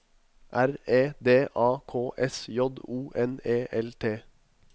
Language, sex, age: Norwegian, male, 21